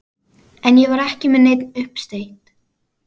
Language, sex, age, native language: Icelandic, female, 12, Icelandic